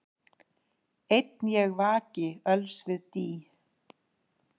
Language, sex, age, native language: Icelandic, female, 30-39, Icelandic